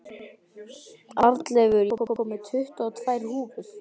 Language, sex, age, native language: Icelandic, male, 12, Icelandic